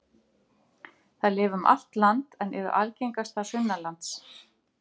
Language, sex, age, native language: Icelandic, female, 50-59, Icelandic